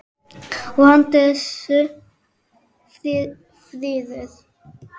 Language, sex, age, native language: Icelandic, female, 10, Icelandic